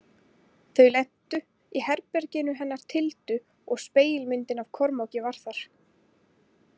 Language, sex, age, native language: Icelandic, female, 20-29, Icelandic